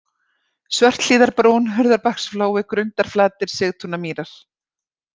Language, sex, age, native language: Icelandic, female, 40-49, Icelandic